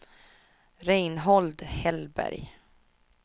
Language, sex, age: Swedish, female, 24